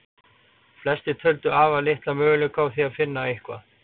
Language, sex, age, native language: Icelandic, male, 40-49, Icelandic